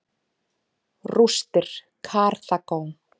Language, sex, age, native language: Icelandic, female, 30-39, Icelandic